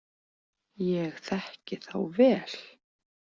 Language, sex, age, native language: Icelandic, female, 40-49, Icelandic